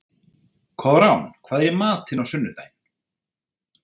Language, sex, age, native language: Icelandic, male, 30-39, Icelandic